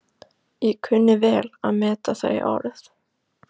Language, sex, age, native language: Icelandic, female, 14, Icelandic